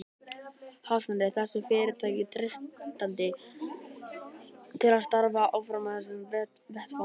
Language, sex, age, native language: Icelandic, male, 18-19, Icelandic